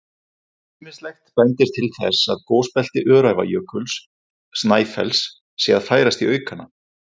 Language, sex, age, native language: Icelandic, male, 40-49, Icelandic